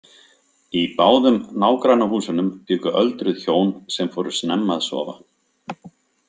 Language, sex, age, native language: Icelandic, male, 50-59, Icelandic